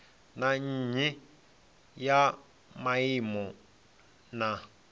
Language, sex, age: Venda, male, 26